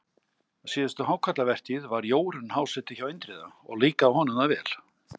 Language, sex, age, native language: Icelandic, male, 60-69, Icelandic